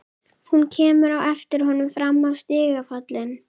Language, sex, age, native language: Icelandic, female, 11, Icelandic